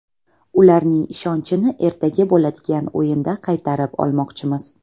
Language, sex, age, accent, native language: Uzbek, female, 18-24, Toshkent viloyati, Uzbek